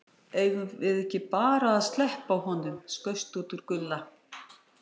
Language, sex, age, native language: Icelandic, female, 60-69, Icelandic